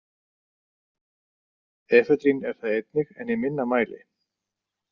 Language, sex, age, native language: Icelandic, male, 60-69, Icelandic